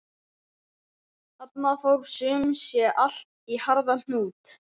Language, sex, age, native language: Icelandic, male, 11, Icelandic